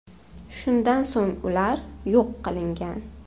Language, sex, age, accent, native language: Uzbek, female, 18-24, Toshkent shahri, Uzbek